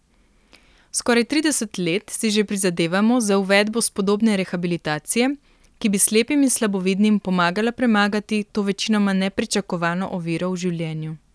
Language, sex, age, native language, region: Slovenian, female, 18-29, Slovenian, Primorsko-notranjska region